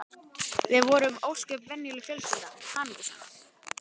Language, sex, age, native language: Icelandic, male, 12, Icelandic